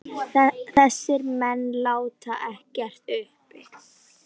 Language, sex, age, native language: Icelandic, female, 10, Icelandic